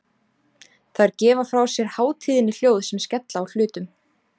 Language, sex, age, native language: Icelandic, female, 30-39, Icelandic